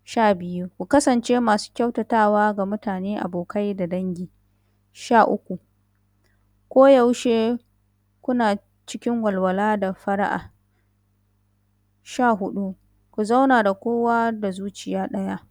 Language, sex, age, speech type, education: Hausa, female, 15-29, spontaneous, secondary